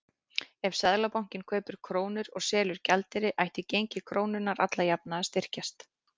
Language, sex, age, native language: Icelandic, female, 18-19, Icelandic